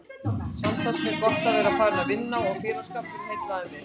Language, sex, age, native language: Icelandic, female, 60-69, Icelandic